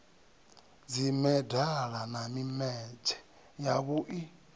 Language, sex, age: Venda, male, 39